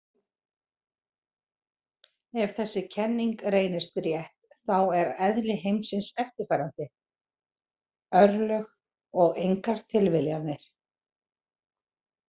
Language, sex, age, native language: Icelandic, female, 40-49, Icelandic